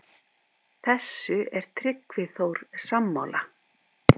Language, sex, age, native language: Icelandic, female, 50-59, Icelandic